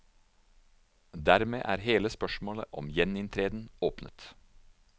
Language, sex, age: Norwegian, male, 49